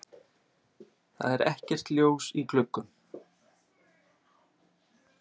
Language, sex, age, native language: Icelandic, male, 30-39, Icelandic